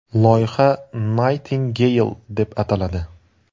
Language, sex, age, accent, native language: Uzbek, male, 19-29, Surxondaryo, Uzbek